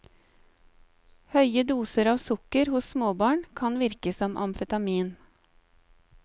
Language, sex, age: Norwegian, female, 35